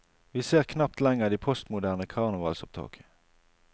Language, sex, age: Norwegian, male, 28